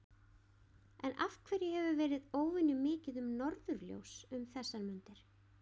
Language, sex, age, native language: Icelandic, female, 20-29, Icelandic